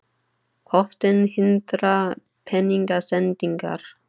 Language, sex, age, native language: Icelandic, female, 30-39, Icelandic